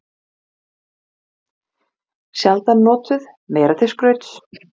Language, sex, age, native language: Icelandic, female, 40-49, Icelandic